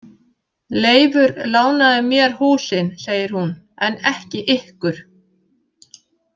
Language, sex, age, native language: Icelandic, female, 50-59, Icelandic